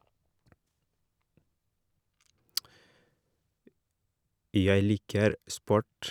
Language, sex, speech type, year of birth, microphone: Norwegian, male, spontaneous, 1983, Shure